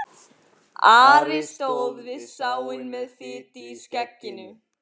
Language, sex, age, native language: Icelandic, female, 14, Icelandic